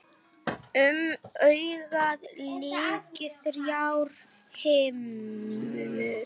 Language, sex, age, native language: Icelandic, female, 7, Icelandic